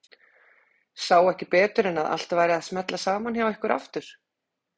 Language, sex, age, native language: Icelandic, female, 40-49, Icelandic